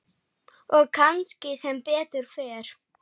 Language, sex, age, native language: Icelandic, male, 8, Icelandic